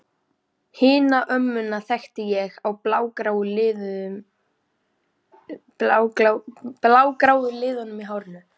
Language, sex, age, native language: Icelandic, female, 14, Icelandic